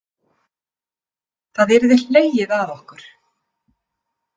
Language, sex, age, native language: Icelandic, female, 50-59, Icelandic